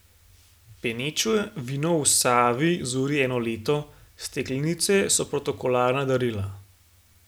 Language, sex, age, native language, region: Slovenian, male, 18-29, Slovenian, Gorenjska region